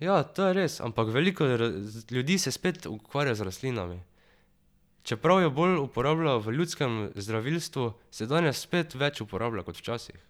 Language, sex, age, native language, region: Slovenian, male, 12-17, Slovenian, Drava region